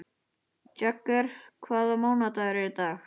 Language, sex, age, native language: Icelandic, male, 12, Icelandic